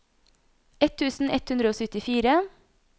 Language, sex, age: Norwegian, female, 26